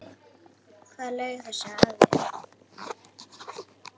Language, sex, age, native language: Icelandic, female, 8, Icelandic